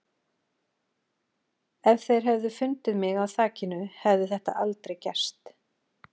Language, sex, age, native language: Icelandic, female, 40-49, Icelandic